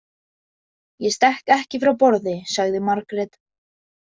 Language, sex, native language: Icelandic, female, Icelandic